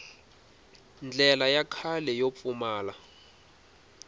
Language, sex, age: Tsonga, male, 26